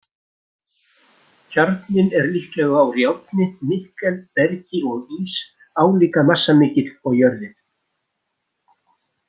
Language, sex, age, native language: Icelandic, male, 60-69, Icelandic